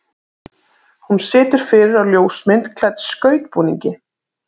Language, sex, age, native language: Icelandic, female, 30-39, Icelandic